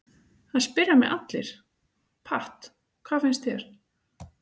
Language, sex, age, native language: Icelandic, female, 30-39, Icelandic